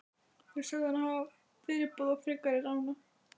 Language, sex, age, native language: Icelandic, female, 12, Icelandic